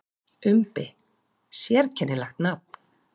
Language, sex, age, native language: Icelandic, female, 40-49, Icelandic